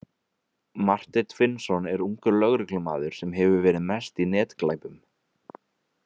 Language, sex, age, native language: Icelandic, male, 20-29, Icelandic